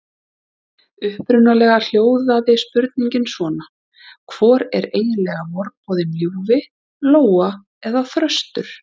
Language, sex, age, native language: Icelandic, female, 30-39, Icelandic